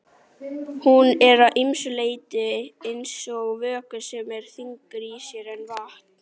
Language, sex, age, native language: Icelandic, female, 40-49, Icelandic